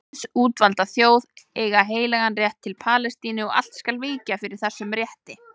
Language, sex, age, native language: Icelandic, female, 20-29, Icelandic